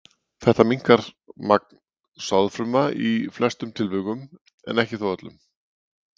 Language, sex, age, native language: Icelandic, male, 40-49, Icelandic